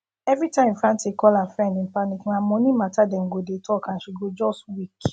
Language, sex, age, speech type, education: Nigerian Pidgin, female, 15-29, spontaneous, tertiary